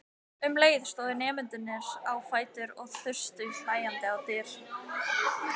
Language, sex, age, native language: Icelandic, female, 18-19, Icelandic